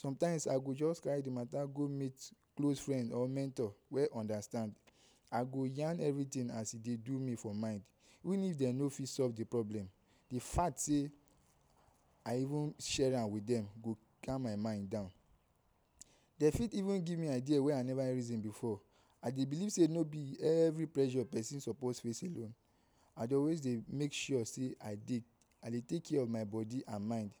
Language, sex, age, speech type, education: Nigerian Pidgin, male, 15-29, spontaneous, tertiary